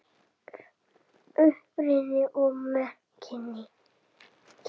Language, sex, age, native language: Icelandic, male, 7, Icelandic